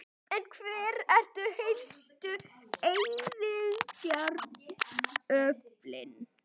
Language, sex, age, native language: Icelandic, female, 60-69, Icelandic